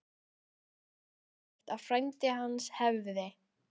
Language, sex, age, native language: Icelandic, female, 13, Icelandic